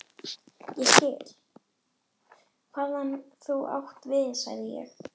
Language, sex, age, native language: Icelandic, female, 11, Icelandic